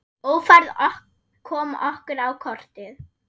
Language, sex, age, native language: Icelandic, female, 8, German